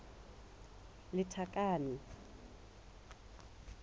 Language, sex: Tswana, female